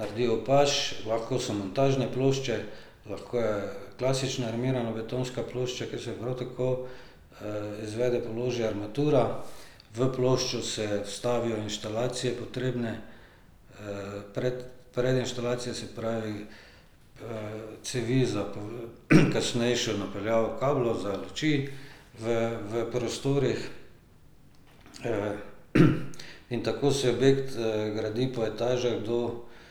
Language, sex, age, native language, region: Slovenian, male, 50-59, Slovenian, Drava region